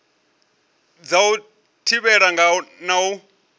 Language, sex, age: Venda, male, 34